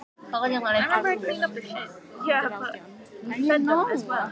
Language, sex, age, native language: Icelandic, female, 14, Icelandic